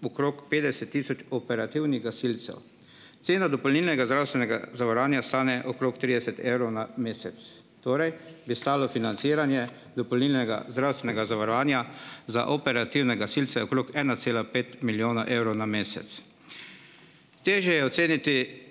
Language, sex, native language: Slovenian, male, Slovenian